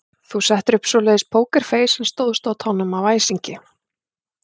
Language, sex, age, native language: Icelandic, female, 40-49, Icelandic